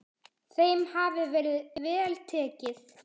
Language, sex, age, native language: Icelandic, male, 10, Icelandic